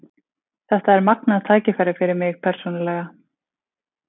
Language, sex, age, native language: Icelandic, female, 20-29, Icelandic